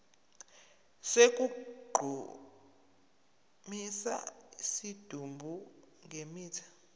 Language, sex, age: Zulu, male, 23